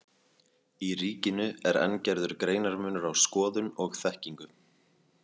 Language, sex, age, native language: Icelandic, male, 20-29, Icelandic